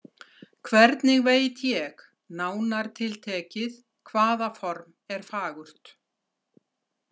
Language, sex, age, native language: Icelandic, female, 60-69, Icelandic